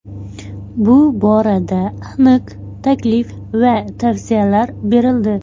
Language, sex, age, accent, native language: Uzbek, female, 30-39, Xorazm, Uzbek